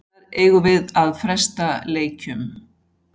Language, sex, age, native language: Icelandic, female, 60-69, Icelandic